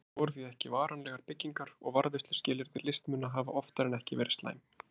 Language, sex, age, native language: Icelandic, male, 30-39, Icelandic